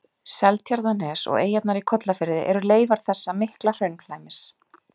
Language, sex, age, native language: Icelandic, female, 30-39, Icelandic